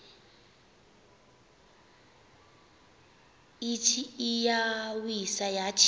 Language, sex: Xhosa, female